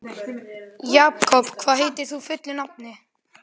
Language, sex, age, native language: Icelandic, male, 11, Icelandic